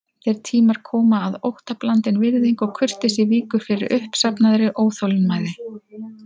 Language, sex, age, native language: Icelandic, female, 40-49, Icelandic